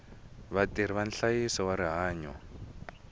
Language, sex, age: Tsonga, male, 22